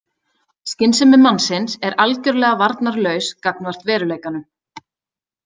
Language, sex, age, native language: Icelandic, female, 30-39, Icelandic